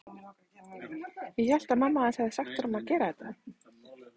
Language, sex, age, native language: Icelandic, female, 30-39, Icelandic